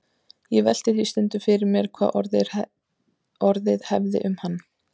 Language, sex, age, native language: Icelandic, female, 30-39, Icelandic